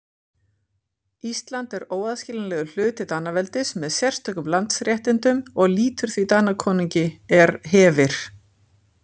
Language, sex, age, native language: Icelandic, female, 50-59, Icelandic